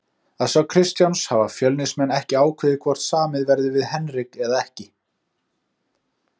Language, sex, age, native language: Icelandic, male, 30-39, Icelandic